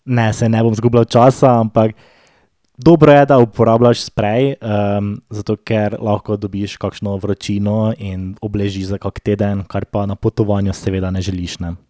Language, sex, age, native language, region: Slovenian, male, 18-29, Slovenian, Drava region